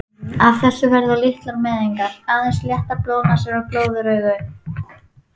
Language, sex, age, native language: Icelandic, female, 11, Icelandic